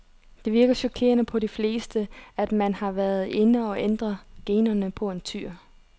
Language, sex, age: Danish, female, 30